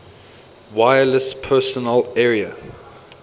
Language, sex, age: English, male, 22